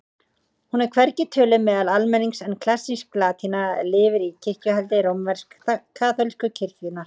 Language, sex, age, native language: Icelandic, female, 30-39, Icelandic